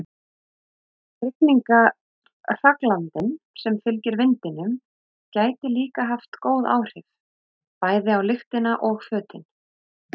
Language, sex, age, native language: Icelandic, female, 30-39, Icelandic